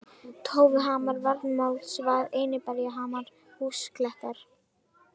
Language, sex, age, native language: Icelandic, female, 20-29, Icelandic